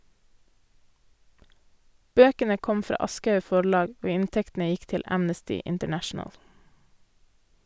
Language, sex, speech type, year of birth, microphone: Norwegian, female, read, 1988, Sennheiser